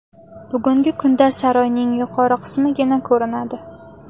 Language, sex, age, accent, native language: Uzbek, female, 18-24, Samarqand, Uzbek